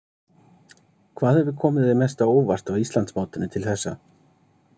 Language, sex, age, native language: Icelandic, male, 30-39, Icelandic